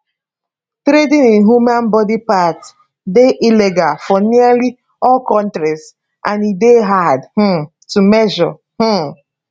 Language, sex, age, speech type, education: Nigerian Pidgin, female, 15-29, spontaneous, tertiary